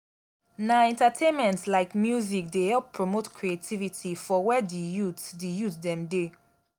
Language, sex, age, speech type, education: Nigerian Pidgin, female, 15-29, spontaneous, tertiary